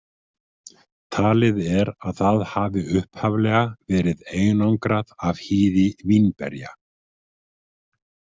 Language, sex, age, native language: Icelandic, male, 50-59, Icelandic